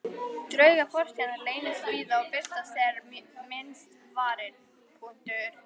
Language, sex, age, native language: Icelandic, female, 11, Icelandic